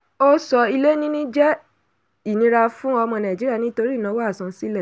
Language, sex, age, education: Yoruba, female, 30-45, tertiary